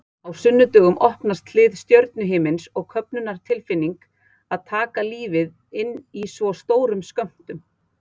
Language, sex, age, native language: Icelandic, female, 40-49, Icelandic